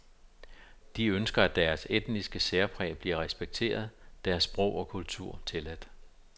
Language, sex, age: Danish, male, 52